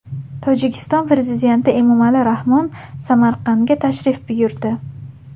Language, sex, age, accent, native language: Uzbek, female, 18-24, Buxoro, Uzbek